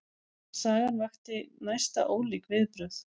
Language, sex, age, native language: Icelandic, female, 40-49, Icelandic